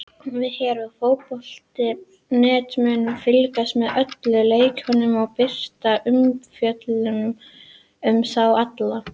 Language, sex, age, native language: Icelandic, female, 18-19, Icelandic